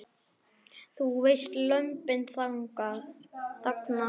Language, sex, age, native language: Icelandic, other, 10, Icelandic